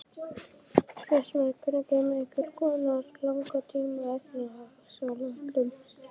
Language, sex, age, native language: Icelandic, male, 11, Icelandic